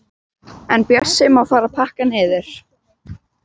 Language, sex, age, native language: Icelandic, female, 12, Icelandic